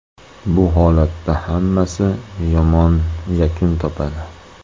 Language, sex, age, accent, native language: Uzbek, male, 25-34, Andijon, Uzbek